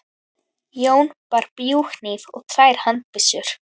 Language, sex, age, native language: Icelandic, female, 11, Icelandic